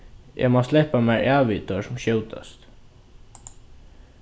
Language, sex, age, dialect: Faroese, male, 15-35, Norðurstreymoy/Eysturoy